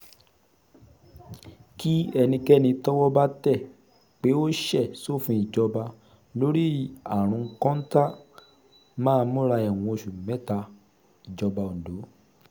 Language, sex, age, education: Yoruba, male, 30-45, secondary